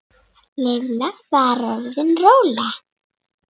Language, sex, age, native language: Icelandic, female, 6, Icelandic